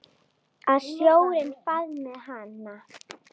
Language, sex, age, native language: Icelandic, female, 9, Icelandic